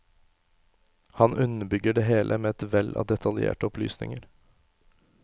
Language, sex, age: Norwegian, male, 24